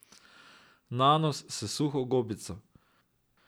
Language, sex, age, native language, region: Slovenian, male, 30-49, Slovenian, Drava region